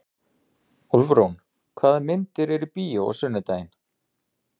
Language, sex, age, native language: Icelandic, male, 40-49, Icelandic